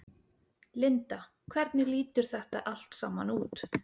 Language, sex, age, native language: Icelandic, female, 30-39, Icelandic